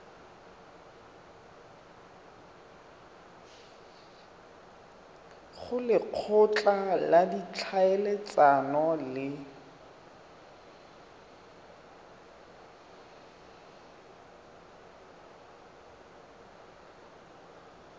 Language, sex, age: Tswana, male, 23